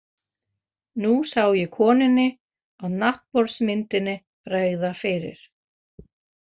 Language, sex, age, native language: Icelandic, female, 50-59, Faroese